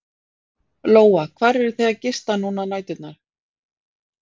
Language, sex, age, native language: Icelandic, female, 40-49, Icelandic